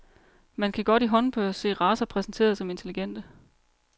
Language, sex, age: Danish, female, 30